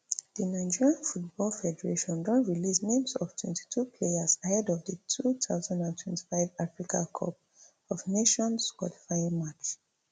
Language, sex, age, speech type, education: Nigerian Pidgin, female, 30-45, spontaneous, tertiary